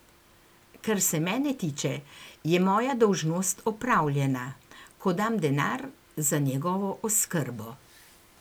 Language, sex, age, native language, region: Slovenian, female, 60+, Slovenian, Gorenjska region